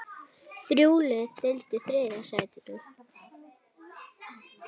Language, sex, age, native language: Icelandic, female, 9, Icelandic